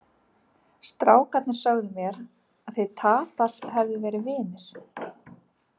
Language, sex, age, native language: Icelandic, female, 50-59, Icelandic